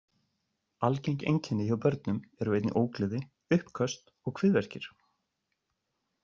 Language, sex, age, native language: Icelandic, male, 30-39, Icelandic